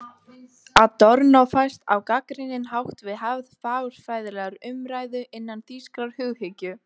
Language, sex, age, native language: Icelandic, female, 18-19, Icelandic